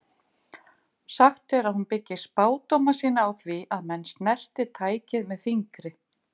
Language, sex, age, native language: Icelandic, female, 50-59, Icelandic